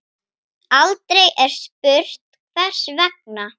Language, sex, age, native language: Icelandic, female, 9, Icelandic